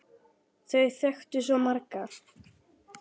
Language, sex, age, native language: Icelandic, male, 10, Icelandic